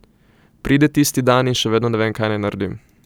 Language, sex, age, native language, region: Slovenian, male, 18-29, Slovenian, Coastal Karst region